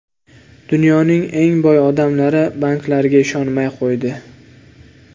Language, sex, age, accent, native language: Uzbek, male, 18-24, Andijon, Uzbek